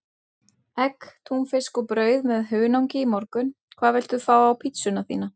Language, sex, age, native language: Icelandic, female, 40-49, Icelandic